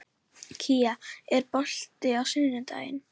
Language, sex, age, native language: Icelandic, female, 11, Icelandic